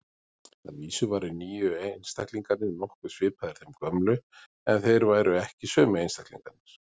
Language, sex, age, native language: Icelandic, male, 40-49, Icelandic